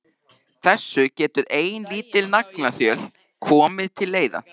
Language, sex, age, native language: Icelandic, male, 13, Icelandic